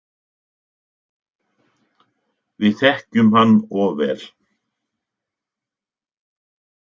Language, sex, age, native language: Icelandic, male, 60-69, Icelandic